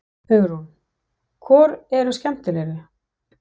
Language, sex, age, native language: Icelandic, female, 60-69, Danish